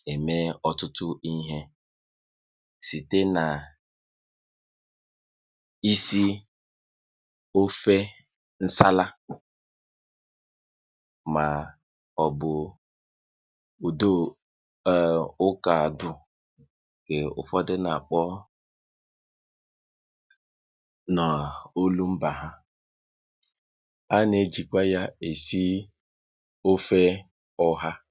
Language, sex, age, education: Igbo, male, 30-45, tertiary